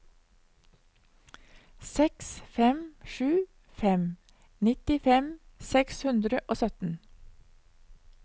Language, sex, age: Norwegian, female, 59